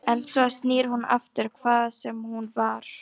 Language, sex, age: Icelandic, female, 18-19